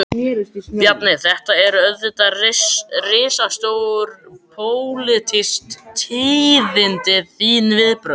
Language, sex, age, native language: Icelandic, male, 14, Icelandic